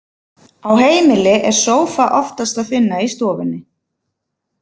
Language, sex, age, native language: Icelandic, female, 50-59, Icelandic